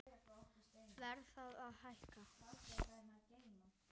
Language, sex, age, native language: Icelandic, female, 10, Icelandic